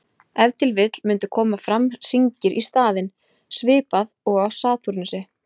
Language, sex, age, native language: Icelandic, female, 20-29, Icelandic